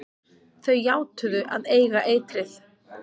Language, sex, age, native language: Icelandic, female, 40-49, Icelandic